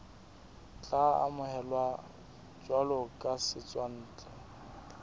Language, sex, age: Southern Sotho, male, 20